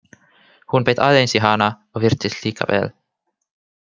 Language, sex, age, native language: Icelandic, male, 18-19, Finnish